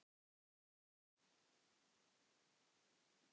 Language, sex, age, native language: Icelandic, male, 10, Icelandic